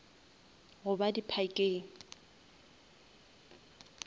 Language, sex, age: Northern Sotho, female, 27